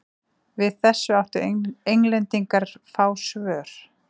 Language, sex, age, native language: Icelandic, female, 40-49, Icelandic